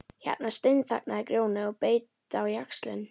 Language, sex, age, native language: Icelandic, female, 11, Icelandic